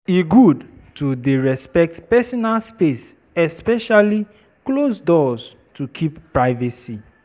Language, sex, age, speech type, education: Nigerian Pidgin, female, 30-45, spontaneous, tertiary